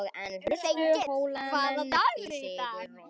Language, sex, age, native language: Icelandic, female, 11, Icelandic